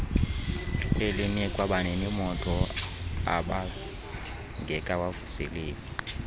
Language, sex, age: Xhosa, male, 31